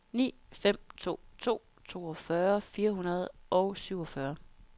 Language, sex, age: Danish, female, 32